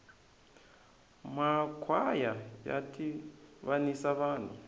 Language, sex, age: Tsonga, male, 20